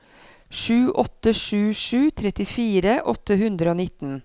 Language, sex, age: Norwegian, female, 43